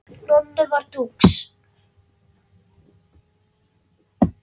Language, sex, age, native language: Icelandic, female, 9, Icelandic